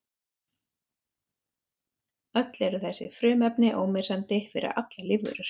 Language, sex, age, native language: Icelandic, female, 30-39, Icelandic